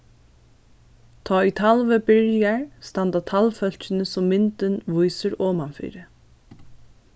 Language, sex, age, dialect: Faroese, female, 15-35, Norðurstreymoy/Eysturoy